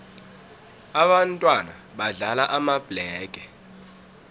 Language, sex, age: South Ndebele, male, 19